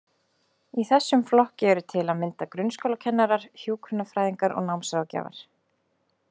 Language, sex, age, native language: Icelandic, female, 20-29, Icelandic